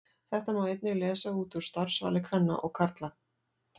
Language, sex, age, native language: Icelandic, female, 40-49, Icelandic